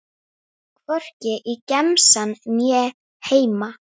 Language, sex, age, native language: Icelandic, female, 9, Icelandic